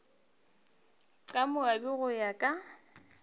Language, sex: Northern Sotho, female